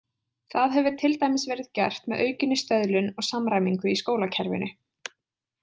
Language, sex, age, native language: Icelandic, female, 20-29, Icelandic